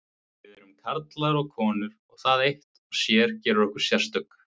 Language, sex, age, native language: Icelandic, male, 20-29, Icelandic